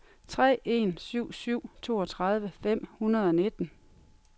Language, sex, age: Danish, female, 42